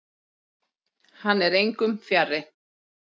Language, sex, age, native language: Icelandic, female, 40-49, Icelandic